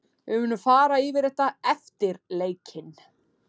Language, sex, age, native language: Icelandic, female, 30-39, Icelandic